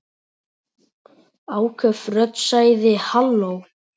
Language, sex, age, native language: Icelandic, male, 10, Icelandic